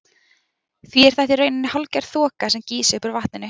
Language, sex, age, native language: Icelandic, female, 20-29, Icelandic